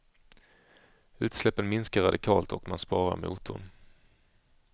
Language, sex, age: Swedish, male, 35